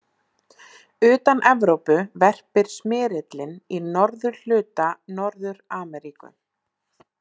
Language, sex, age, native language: Icelandic, female, 20-29, Icelandic